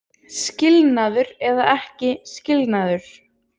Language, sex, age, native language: Icelandic, female, 20-29, Icelandic